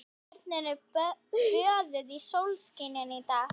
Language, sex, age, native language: Icelandic, female, 11, Icelandic